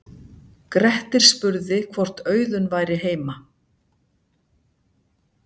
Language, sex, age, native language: Icelandic, female, 60-69, Icelandic